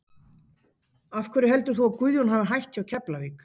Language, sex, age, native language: Icelandic, female, 50-59, Icelandic